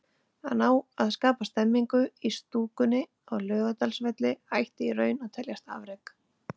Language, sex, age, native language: Icelandic, female, 40-49, Icelandic